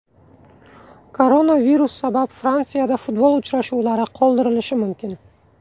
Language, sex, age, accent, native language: Uzbek, male, 18-24, Buxoro, Uzbek